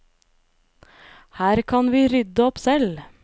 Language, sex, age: Norwegian, female, 25